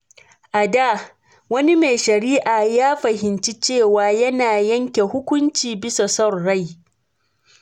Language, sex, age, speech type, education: Hausa, female, 30-45, read, tertiary